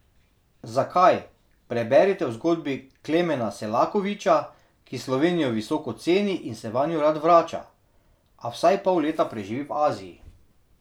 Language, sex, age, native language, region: Slovenian, male, 30-49, Slovenian, Drava region